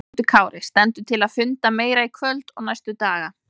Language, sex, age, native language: Icelandic, female, 20-29, Icelandic